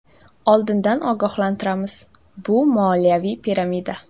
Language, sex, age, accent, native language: Uzbek, female, 18-24, Samarqand, Uzbek